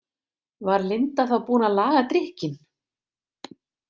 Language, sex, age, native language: Icelandic, female, 50-59, Icelandic